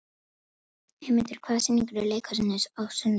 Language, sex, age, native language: Icelandic, female, 11, Icelandic